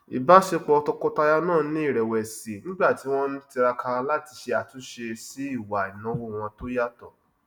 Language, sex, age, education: Yoruba, male, 30-45, tertiary